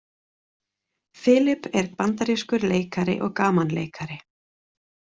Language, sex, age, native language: Icelandic, female, 40-49, Icelandic